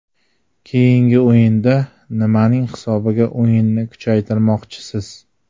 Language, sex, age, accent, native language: Uzbek, male, 25-34, Jizzax, Uzbek